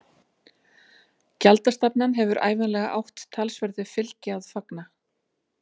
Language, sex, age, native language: Icelandic, female, 40-49, Icelandic